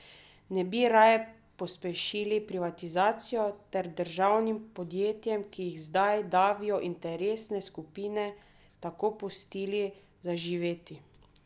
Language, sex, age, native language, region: Slovenian, female, 30-49, Slovenian, Drava region